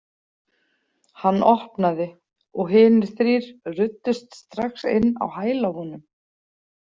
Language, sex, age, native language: Icelandic, female, 40-49, Icelandic